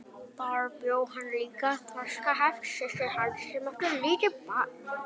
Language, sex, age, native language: Icelandic, female, 11, Icelandic